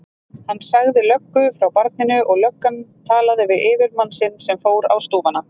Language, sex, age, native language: Icelandic, female, 30-39, Icelandic